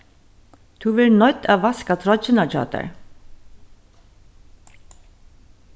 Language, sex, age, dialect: Faroese, female, 61+, Suðurstreymoy